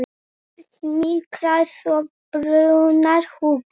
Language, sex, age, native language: Icelandic, male, 8, Icelandic